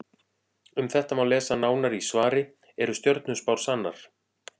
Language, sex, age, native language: Icelandic, male, 40-49, Icelandic